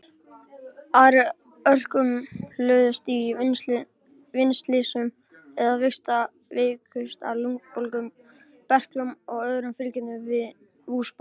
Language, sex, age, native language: Icelandic, male, 18-19, Icelandic